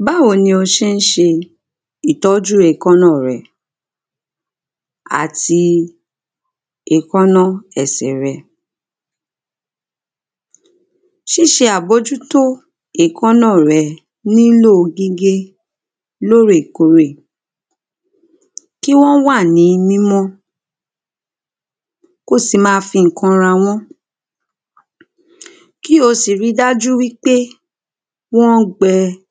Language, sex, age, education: Yoruba, female, 30-45, primary